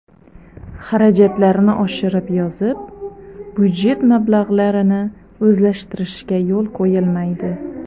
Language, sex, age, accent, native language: Uzbek, female, 30-39, Xorazm, Uzbek